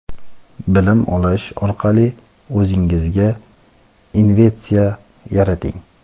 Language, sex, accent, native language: Uzbek, male, Toshkent shahri, Uzbek